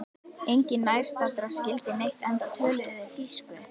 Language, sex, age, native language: Icelandic, female, 11, Icelandic